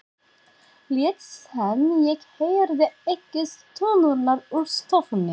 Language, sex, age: Icelandic, female, 40-49